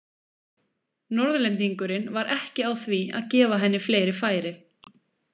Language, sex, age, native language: Icelandic, female, 20-29, Icelandic